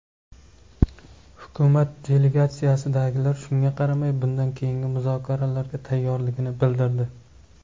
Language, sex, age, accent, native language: Uzbek, male, 19-29, Surxondaryo, Uzbek